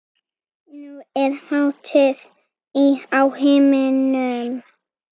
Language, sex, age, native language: Icelandic, female, 9, Icelandic